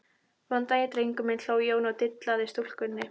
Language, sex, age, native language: Icelandic, female, 12, Icelandic